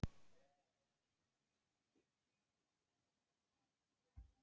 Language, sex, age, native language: Icelandic, other, 80-89, Icelandic